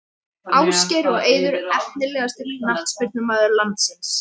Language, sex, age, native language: Icelandic, male, 13, Icelandic